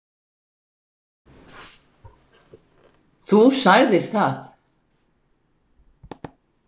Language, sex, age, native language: Icelandic, female, 60-69, Icelandic